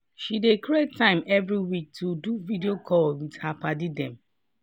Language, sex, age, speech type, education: Nigerian Pidgin, female, 30-45, spontaneous, tertiary